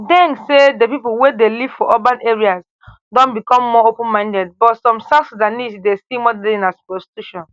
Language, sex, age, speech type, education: Nigerian Pidgin, female, 15-29, spontaneous, tertiary